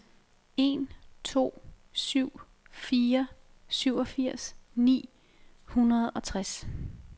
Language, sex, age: Danish, female, 28